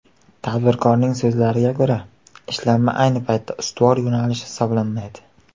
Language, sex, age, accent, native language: Uzbek, male, 18-24, Qashqadaryo, Uzbek